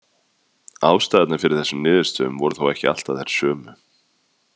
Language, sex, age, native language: Icelandic, male, 30-39, Icelandic